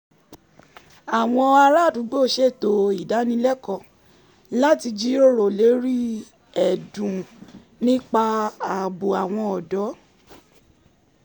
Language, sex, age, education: Yoruba, female, 15-29, tertiary